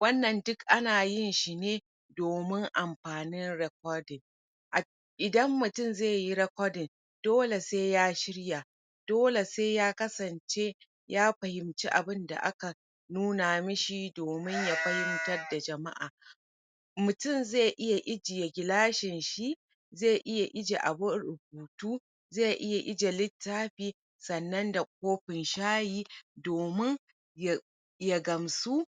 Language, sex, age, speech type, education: Hausa, female, 30-45, spontaneous, tertiary